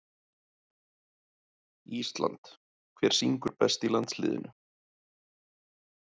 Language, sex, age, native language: Icelandic, male, 30-39, Icelandic